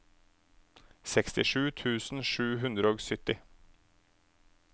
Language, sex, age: Norwegian, male, 27